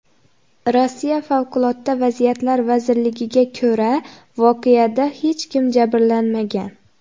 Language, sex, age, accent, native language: Uzbek, female, under 19, Xorazm, Uzbek